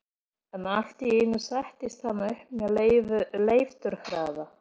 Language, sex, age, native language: Icelandic, female, 40-49, Polish